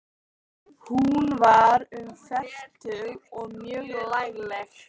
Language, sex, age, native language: Icelandic, female, 12, Icelandic